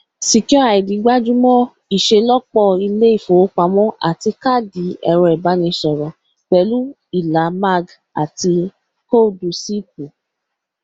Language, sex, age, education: Yoruba, female, 15-29, tertiary